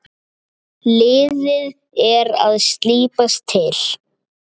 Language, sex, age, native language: Icelandic, male, 7, Icelandic